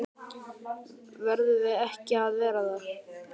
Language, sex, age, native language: Icelandic, male, 12, Icelandic